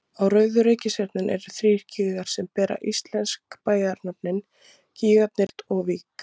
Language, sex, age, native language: Icelandic, female, 30-39, Icelandic